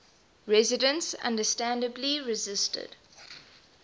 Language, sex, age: English, female, 20